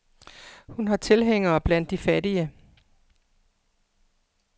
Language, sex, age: Danish, female, 55